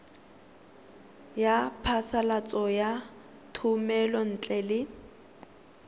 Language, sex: Tswana, female